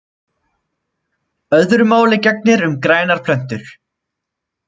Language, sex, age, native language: Icelandic, male, 20-29, Icelandic